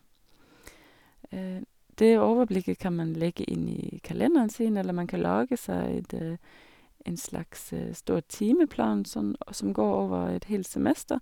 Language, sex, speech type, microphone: Norwegian, female, spontaneous, Sennheiser